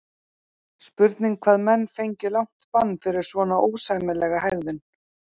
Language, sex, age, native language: Icelandic, female, 30-39, Icelandic